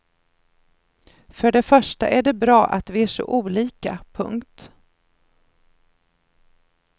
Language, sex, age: Swedish, female, 53